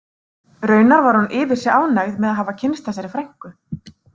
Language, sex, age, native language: Icelandic, female, 30-39, Icelandic